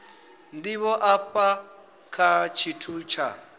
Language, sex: Venda, male